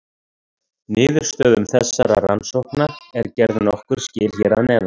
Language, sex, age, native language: Icelandic, male, 30-39, Icelandic